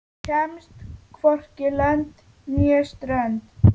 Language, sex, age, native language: Icelandic, female, 9, Icelandic